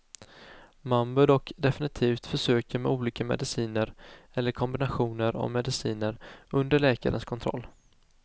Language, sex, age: Swedish, male, 19